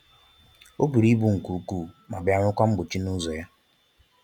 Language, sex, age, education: Igbo, male, 15-29, tertiary